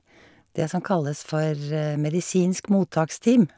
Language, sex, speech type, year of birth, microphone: Norwegian, female, spontaneous, 1951, Shure